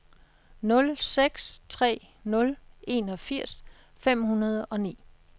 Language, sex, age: Danish, female, 66